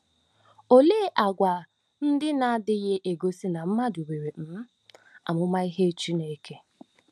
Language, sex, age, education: Igbo, female, 15-29, tertiary